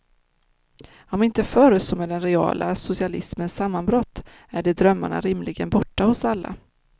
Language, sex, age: Swedish, female, 30